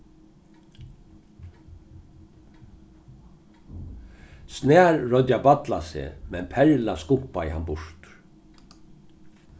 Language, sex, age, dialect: Faroese, male, 61+, Norðurstreymoy/Eysturoy